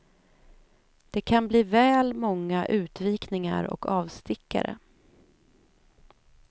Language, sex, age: Swedish, female, 28